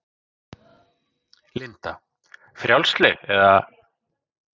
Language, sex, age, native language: Icelandic, male, 40-49, Icelandic